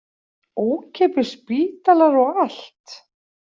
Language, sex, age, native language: Icelandic, female, 40-49, Icelandic